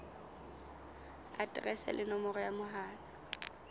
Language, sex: Southern Sotho, female